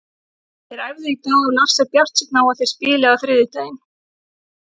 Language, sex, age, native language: Icelandic, female, 30-39, Icelandic